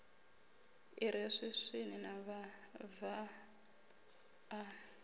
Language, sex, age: Venda, female, 33